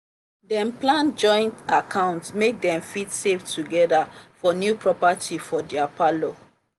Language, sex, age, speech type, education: Nigerian Pidgin, female, 30-45, spontaneous, tertiary